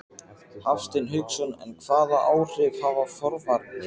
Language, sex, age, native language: Icelandic, male, 14, Icelandic